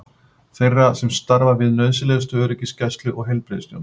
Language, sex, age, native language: Icelandic, male, 50-59, Icelandic